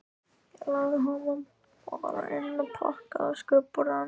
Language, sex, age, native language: Icelandic, male, 13, Icelandic